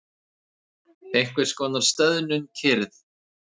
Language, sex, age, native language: Icelandic, male, 30-39, Icelandic